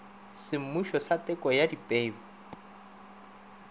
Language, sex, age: Northern Sotho, male, 25